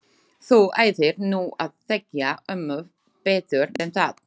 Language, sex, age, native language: Icelandic, female, 20-29, Slovak